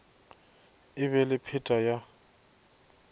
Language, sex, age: Northern Sotho, male, 24